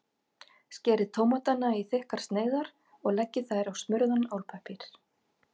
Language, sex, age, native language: Icelandic, female, 50-59, Icelandic